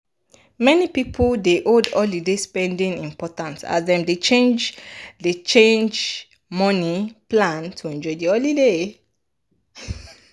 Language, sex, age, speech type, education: Nigerian Pidgin, male, 15-29, spontaneous, tertiary